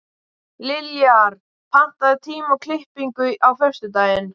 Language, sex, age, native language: Icelandic, male, 12, Icelandic